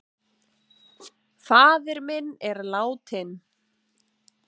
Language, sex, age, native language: Icelandic, female, 7, Icelandic